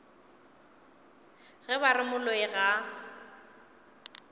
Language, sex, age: Northern Sotho, female, 18